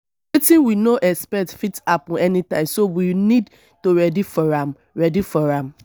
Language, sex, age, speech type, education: Nigerian Pidgin, female, 30-45, spontaneous, tertiary